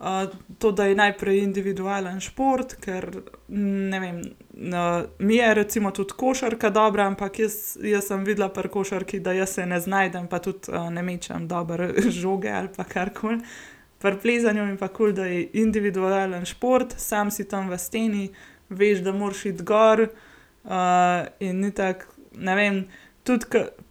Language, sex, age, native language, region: Slovenian, female, 18-29, Slovenian, Gorenjska region